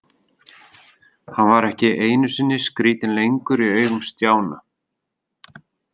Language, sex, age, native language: Icelandic, male, 30-39, Icelandic